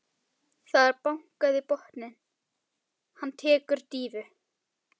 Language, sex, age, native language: Icelandic, female, 12, Icelandic